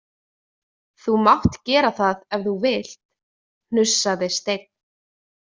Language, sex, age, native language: Icelandic, female, 20-29, Icelandic